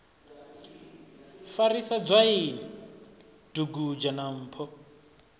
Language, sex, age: Venda, male, 25